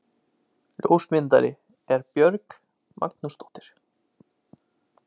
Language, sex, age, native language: Icelandic, male, 20-29, Icelandic